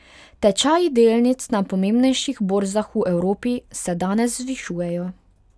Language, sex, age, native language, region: Slovenian, female, 18-29, Hungarian, Pomurje region